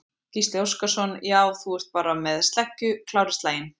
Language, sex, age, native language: Icelandic, female, 20-29, Icelandic